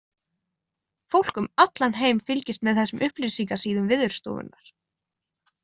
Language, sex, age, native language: Icelandic, female, 20-29, Icelandic